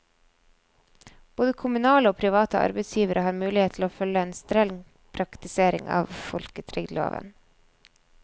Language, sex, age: Norwegian, female, 24